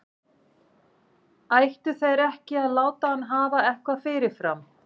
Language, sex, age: Icelandic, female, 40-49